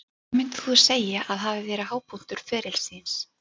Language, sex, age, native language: Icelandic, female, 40-49, Icelandic